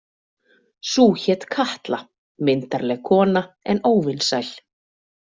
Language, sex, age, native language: Icelandic, female, 40-49, Icelandic